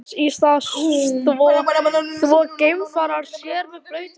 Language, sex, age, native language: Icelandic, female, 18-19, Icelandic